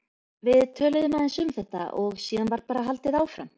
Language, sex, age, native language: Icelandic, female, 30-39, Icelandic